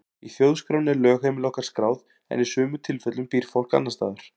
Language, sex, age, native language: Icelandic, male, 40-49, Icelandic